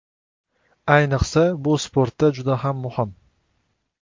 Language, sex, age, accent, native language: Uzbek, male, 25-34, Toshkent shahri, Uzbek